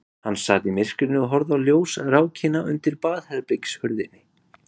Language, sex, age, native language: Icelandic, male, 20-29, Icelandic